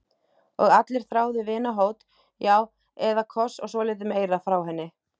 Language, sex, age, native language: Icelandic, female, 30-39, Icelandic